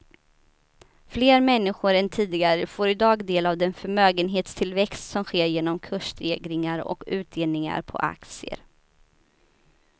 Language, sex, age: Swedish, female, 29